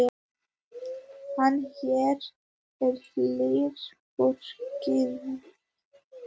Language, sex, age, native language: Icelandic, female, 18-19, Icelandic